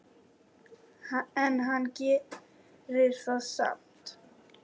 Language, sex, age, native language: Icelandic, male, 10, Icelandic